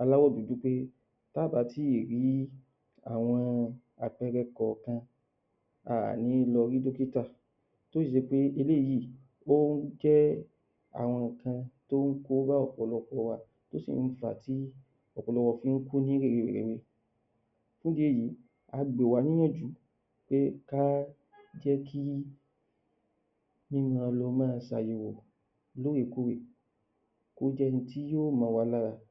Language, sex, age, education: Yoruba, male, 30-45, tertiary